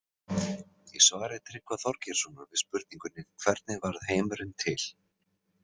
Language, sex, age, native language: Icelandic, male, 40-49, Icelandic